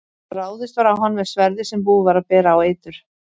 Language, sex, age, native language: Icelandic, female, 40-49, Icelandic